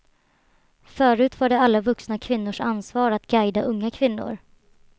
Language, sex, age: Swedish, female, 23